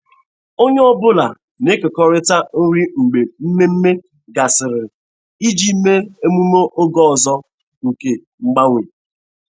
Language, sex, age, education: Igbo, male, 15-29, tertiary